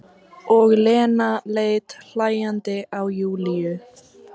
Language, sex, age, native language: Icelandic, female, 14, Icelandic